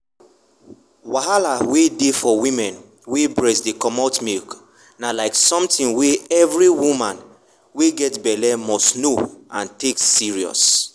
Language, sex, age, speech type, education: Nigerian Pidgin, male, 15-29, spontaneous, tertiary